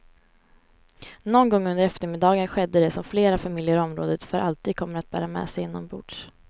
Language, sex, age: Swedish, female, 18